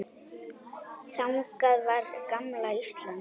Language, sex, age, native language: Icelandic, female, 8, Icelandic